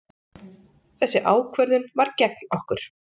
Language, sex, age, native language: Icelandic, female, 40-49, Icelandic